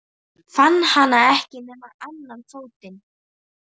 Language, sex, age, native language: Icelandic, female, 11, Icelandic